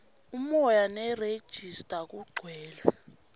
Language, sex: Swati, female